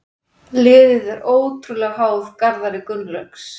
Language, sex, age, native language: Icelandic, female, 40-49, Icelandic